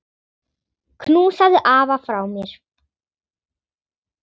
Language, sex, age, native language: Icelandic, female, 10, Icelandic